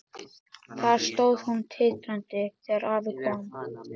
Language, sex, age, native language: Icelandic, male, 13, Icelandic